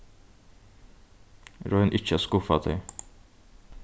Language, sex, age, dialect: Faroese, male, 15-35, Norðurstreymoy/Eysturoy